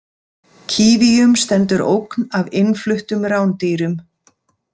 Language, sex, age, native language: Icelandic, female, 50-59, Icelandic